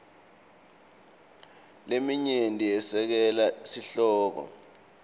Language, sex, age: Swati, male, 24